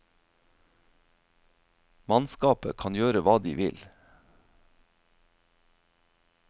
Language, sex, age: Norwegian, male, 47